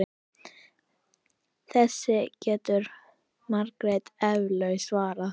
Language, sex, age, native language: Icelandic, female, 10, Icelandic